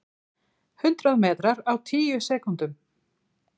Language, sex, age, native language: Icelandic, female, 40-49, Icelandic